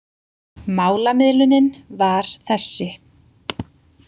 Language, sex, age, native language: Icelandic, female, 30-39, Icelandic